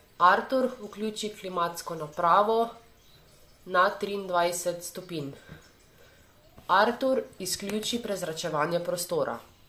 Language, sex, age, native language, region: Slovenian, female, 18-29, Slovenian, Savinja region